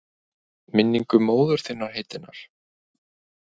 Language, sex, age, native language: Icelandic, male, 20-29, Icelandic